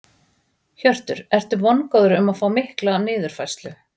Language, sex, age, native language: Icelandic, female, 40-49, Icelandic